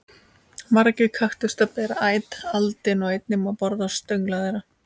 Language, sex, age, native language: Icelandic, female, 20-29, Icelandic